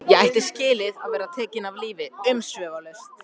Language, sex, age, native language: Icelandic, male, 14, Icelandic